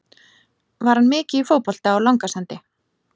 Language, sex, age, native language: Icelandic, female, 40-49, Icelandic